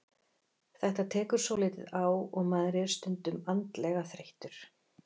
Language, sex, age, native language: Icelandic, female, 40-49, Icelandic